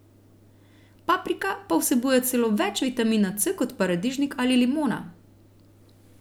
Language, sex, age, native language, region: Slovenian, female, 30-49, Slovenian, Central Slovenia